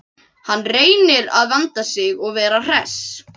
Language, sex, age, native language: Icelandic, other, 12, Icelandic